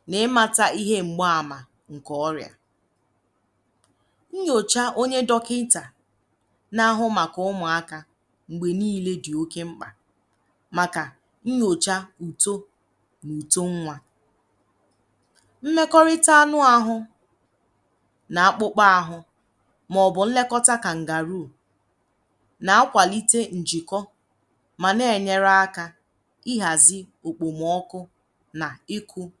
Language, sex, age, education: Igbo, female, 15-29, tertiary